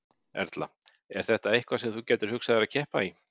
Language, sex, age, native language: Icelandic, male, 50-59, Icelandic